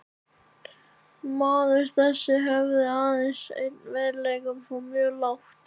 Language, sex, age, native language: Icelandic, male, 13, Icelandic